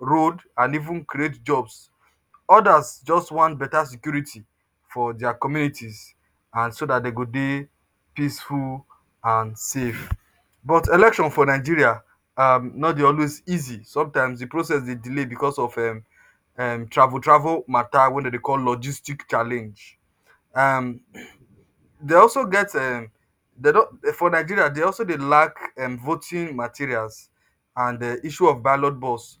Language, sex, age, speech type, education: Nigerian Pidgin, male, 30-45, spontaneous, tertiary